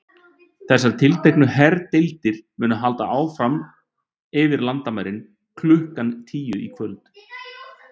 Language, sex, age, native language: Icelandic, male, 30-39, Icelandic